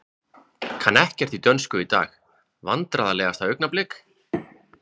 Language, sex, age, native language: Icelandic, male, 20-29, Icelandic